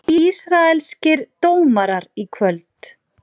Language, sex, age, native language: Icelandic, female, 40-49, Icelandic